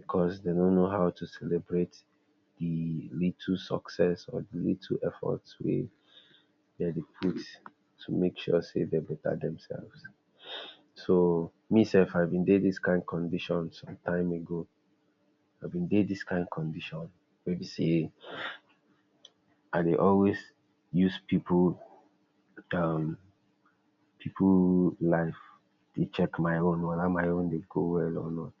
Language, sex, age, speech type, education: Nigerian Pidgin, male, 60+, spontaneous, tertiary